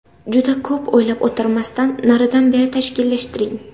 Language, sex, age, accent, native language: Uzbek, female, 18-24, Samarqand, Uzbek